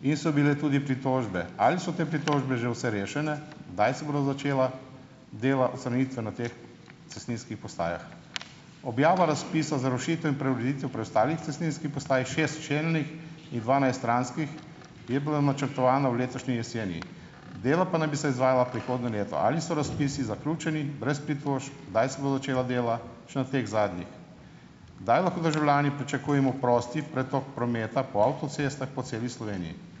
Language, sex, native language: Slovenian, male, Slovenian